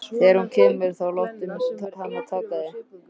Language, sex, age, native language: Icelandic, male, 13, Icelandic